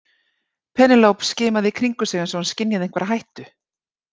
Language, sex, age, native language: Icelandic, female, 40-49, Icelandic